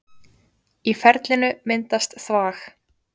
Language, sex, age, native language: Icelandic, female, 20-29, Icelandic